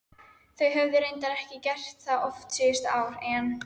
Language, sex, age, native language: Icelandic, female, 13, Icelandic